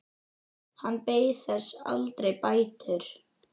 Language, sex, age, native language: Icelandic, female, 10, Icelandic